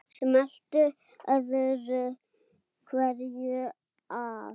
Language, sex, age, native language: Icelandic, male, 7, Icelandic